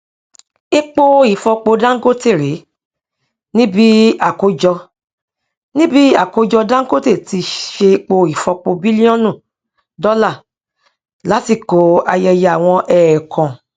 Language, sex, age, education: Yoruba, female, 46-60, tertiary